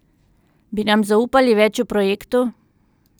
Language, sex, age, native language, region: Slovenian, female, 30-49, Slovenian, Central Slovenia